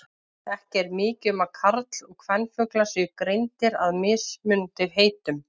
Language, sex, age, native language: Icelandic, female, 50-59, Icelandic